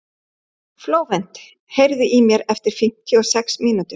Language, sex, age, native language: Icelandic, female, 11, Icelandic